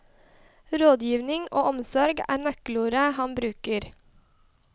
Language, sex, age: Norwegian, female, 21